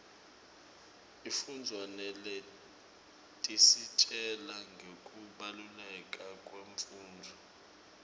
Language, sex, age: Swati, male, 25